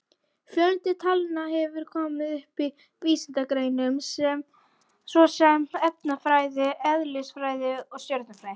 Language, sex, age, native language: Icelandic, female, 40-49, Icelandic